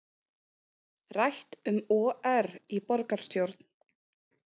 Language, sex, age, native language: Icelandic, female, 30-39, Icelandic